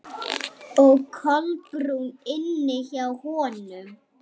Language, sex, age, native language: Icelandic, female, 7, Icelandic